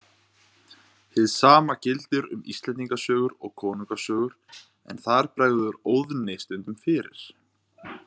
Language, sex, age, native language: Icelandic, male, 20-29, Icelandic